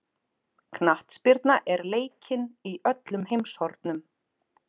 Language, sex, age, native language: Icelandic, female, 40-49, Icelandic